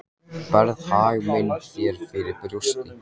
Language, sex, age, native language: Icelandic, male, 14, Icelandic